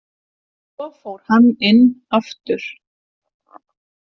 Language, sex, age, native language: Icelandic, female, 50-59, Icelandic